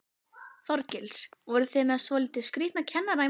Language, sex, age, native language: Icelandic, female, 11, Icelandic